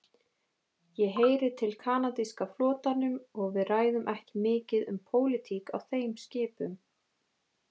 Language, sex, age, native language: Icelandic, female, 20-29, Icelandic